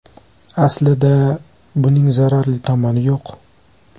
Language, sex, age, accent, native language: Uzbek, male, 25-34, Toshkent shahri, Uzbek